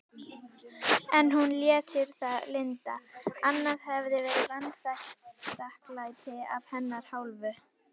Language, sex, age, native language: Icelandic, female, 18-19, Icelandic